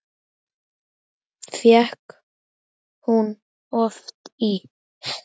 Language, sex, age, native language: Icelandic, female, 7, Icelandic